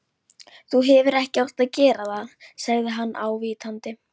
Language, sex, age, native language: Icelandic, female, 11, Icelandic